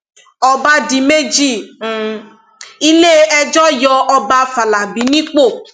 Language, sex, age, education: Yoruba, female, 15-29, tertiary